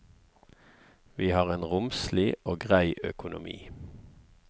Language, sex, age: Norwegian, male, 54